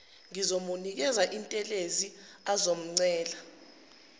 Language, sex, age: Zulu, female, 19